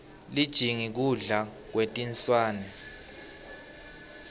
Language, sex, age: Swati, male, 18